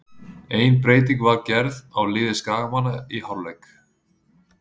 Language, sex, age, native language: Icelandic, male, 30-39, Icelandic